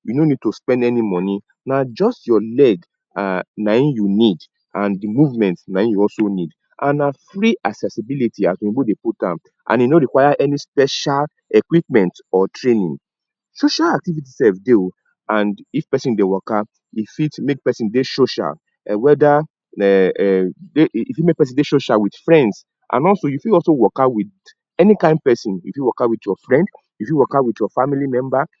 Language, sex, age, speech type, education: Nigerian Pidgin, male, 30-45, spontaneous, tertiary